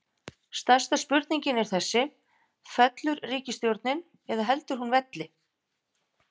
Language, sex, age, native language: Icelandic, female, 50-59, Icelandic